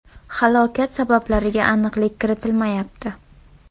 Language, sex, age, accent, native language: Uzbek, female, 18-24, Toshkent viloyati, Uzbek